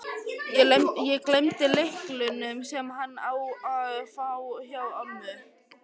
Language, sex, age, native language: Icelandic, male, 11, Icelandic